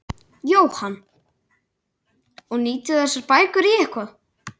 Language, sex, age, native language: Icelandic, male, 12, Icelandic